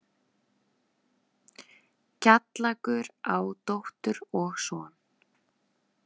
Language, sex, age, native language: Icelandic, female, 20-29, Icelandic